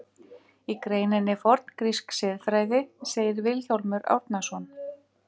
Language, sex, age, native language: Icelandic, female, 50-59, Icelandic